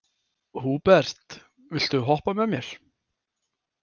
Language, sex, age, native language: Icelandic, male, 30-39, Icelandic